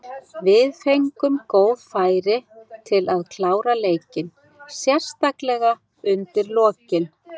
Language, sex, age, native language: Icelandic, female, 60-69, Icelandic